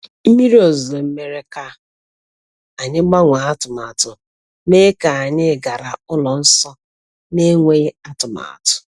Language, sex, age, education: Igbo, female, 46-60, tertiary